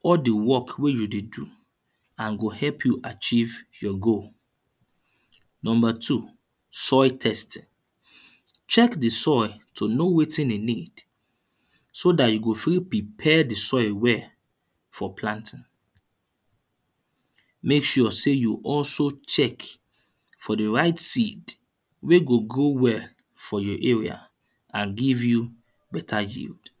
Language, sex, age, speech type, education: Nigerian Pidgin, male, 30-45, spontaneous, tertiary